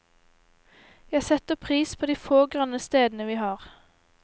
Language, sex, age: Norwegian, female, 18